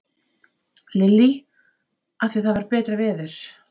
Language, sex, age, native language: Icelandic, female, 30-39, Icelandic